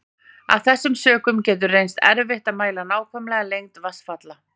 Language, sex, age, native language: Icelandic, female, 40-49, Icelandic